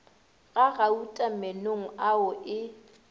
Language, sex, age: Northern Sotho, female, 23